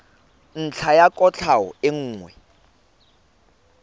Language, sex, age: Tswana, male, 24